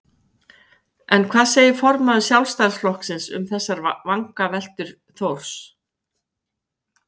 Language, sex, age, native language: Icelandic, female, 50-59, Icelandic